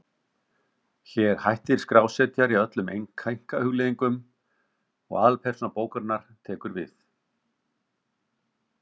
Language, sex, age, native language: Icelandic, male, 50-59, Icelandic